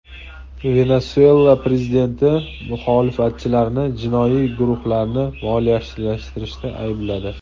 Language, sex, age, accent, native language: Uzbek, male, 25-34, Toshkent viloyati, Uzbek